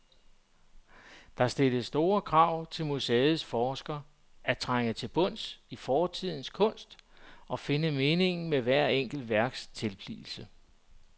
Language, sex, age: Danish, male, 44